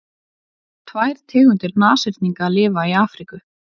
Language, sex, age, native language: Icelandic, female, 30-39, Icelandic